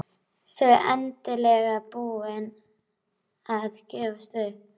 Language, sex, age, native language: Icelandic, female, 12, Icelandic